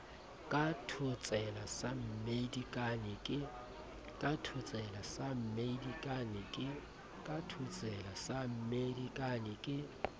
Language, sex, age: Southern Sotho, male, 30